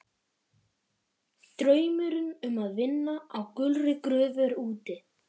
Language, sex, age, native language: Icelandic, male, 11, Icelandic